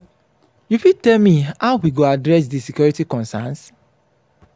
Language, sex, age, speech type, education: Nigerian Pidgin, male, 30-45, spontaneous, tertiary